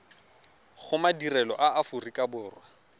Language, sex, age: Tswana, male, 23